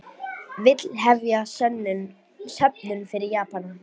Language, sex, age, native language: Icelandic, female, 18-19, Icelandic